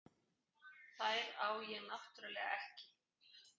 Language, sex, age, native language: Icelandic, female, 40-49, Icelandic